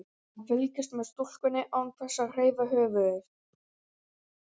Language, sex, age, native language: Icelandic, male, 11, Icelandic